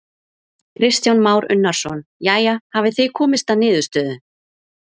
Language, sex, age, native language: Icelandic, female, 30-39, Icelandic